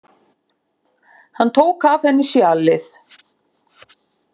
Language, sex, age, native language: Icelandic, female, 50-59, Icelandic